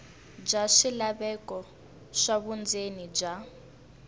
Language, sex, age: Tsonga, female, 19